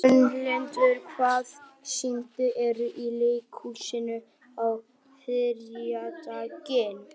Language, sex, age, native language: Icelandic, female, 18-19, Icelandic